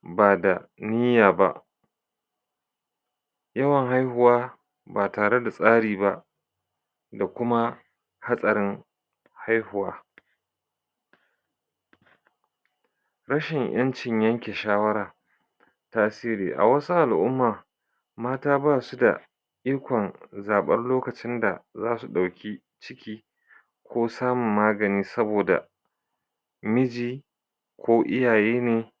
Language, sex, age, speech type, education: Hausa, male, 46-60, spontaneous, tertiary